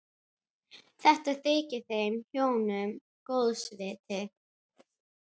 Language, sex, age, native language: Icelandic, female, 12, Icelandic